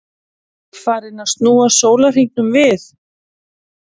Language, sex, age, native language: Icelandic, female, 40-49, Icelandic